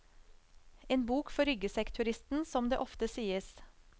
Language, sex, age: Norwegian, female, 35